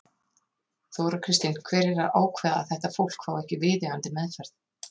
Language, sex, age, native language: Icelandic, female, 30-39, Icelandic